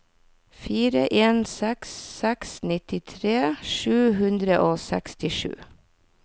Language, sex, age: Norwegian, female, 40